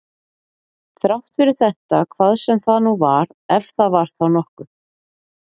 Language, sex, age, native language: Icelandic, female, 40-49, Icelandic